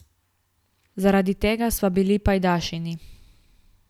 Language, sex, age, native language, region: Slovenian, female, 18-29, Slovenian, Gorica region